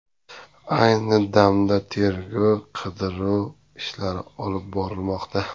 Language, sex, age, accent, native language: Uzbek, male, 25-34, Sirdaryo, Uzbek